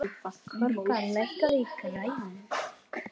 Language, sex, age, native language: Icelandic, female, 11, Icelandic